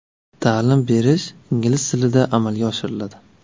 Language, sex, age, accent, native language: Uzbek, male, 25-34, Navoiy, Uzbek